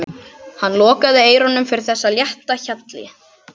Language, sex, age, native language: Icelandic, other, 12, Icelandic